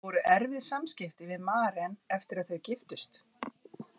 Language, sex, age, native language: Icelandic, female, 40-49, Icelandic